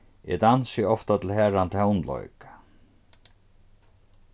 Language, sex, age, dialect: Faroese, male, 36-60, Norðurstreymoy/Eysturoy